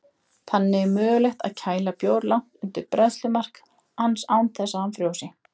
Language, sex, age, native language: Icelandic, female, 20-29, Icelandic